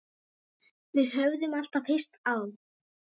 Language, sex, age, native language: Icelandic, female, 7, Icelandic